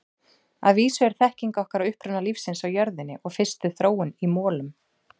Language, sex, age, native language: Icelandic, female, 40-49, Icelandic